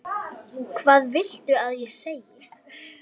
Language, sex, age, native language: Icelandic, female, 10, Icelandic